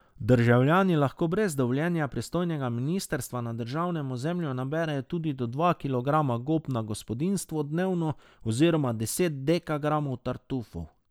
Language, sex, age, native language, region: Slovenian, male, 30-49, Slovenian, Drava region